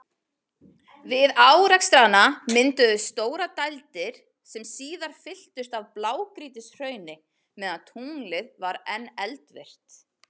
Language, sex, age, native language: Icelandic, female, 40-49, Icelandic